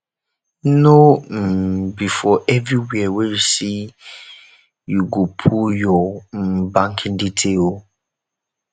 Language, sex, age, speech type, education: Nigerian Pidgin, male, 15-29, spontaneous, tertiary